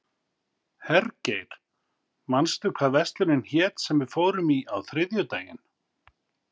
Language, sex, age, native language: Icelandic, male, 50-59, Icelandic